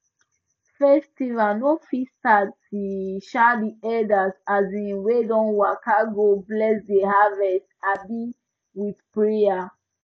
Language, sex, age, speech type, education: Nigerian Pidgin, female, 15-29, spontaneous, tertiary